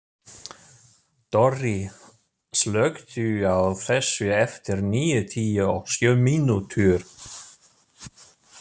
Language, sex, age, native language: Icelandic, male, 60-69, German